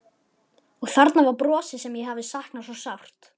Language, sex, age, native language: Icelandic, male, 11, Icelandic